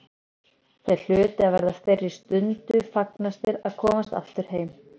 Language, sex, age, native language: Icelandic, female, 30-39, Icelandic